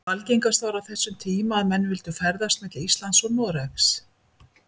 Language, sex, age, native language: Icelandic, female, 50-59, Icelandic